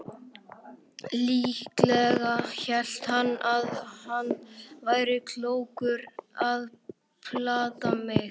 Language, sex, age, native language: Icelandic, male, 11, Icelandic